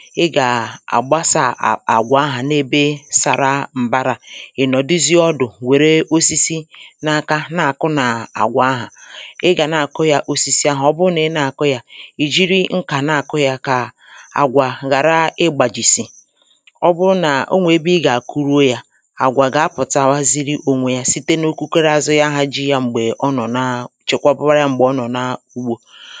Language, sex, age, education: Igbo, female, 30-45, tertiary